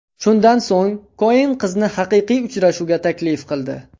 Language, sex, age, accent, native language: Uzbek, male, under 19, Andijon, Uzbek